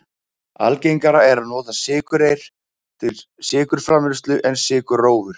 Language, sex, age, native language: Icelandic, male, 30-39, Icelandic